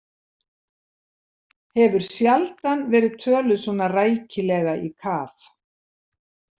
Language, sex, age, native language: Icelandic, female, 70-79, Icelandic